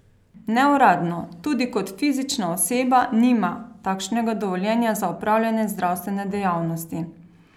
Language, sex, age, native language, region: Slovenian, female, 30-49, Slovenian, Carinthia region